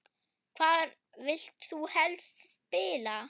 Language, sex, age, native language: Icelandic, female, 8, German